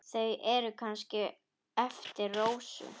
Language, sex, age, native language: Icelandic, female, 10, Icelandic